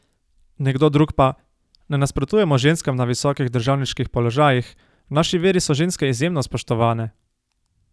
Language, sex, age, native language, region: Slovenian, male, 18-29, Slovenian, Savinja region